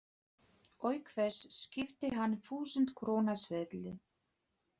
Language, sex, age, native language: Icelandic, female, 30-39, Polish